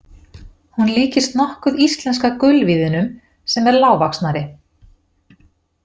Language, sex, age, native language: Icelandic, female, 40-49, Icelandic